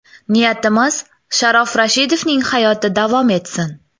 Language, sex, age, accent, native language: Uzbek, female, 19-29, Toshkent shahri, Uzbek